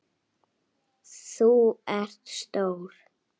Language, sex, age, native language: Icelandic, female, 8, Icelandic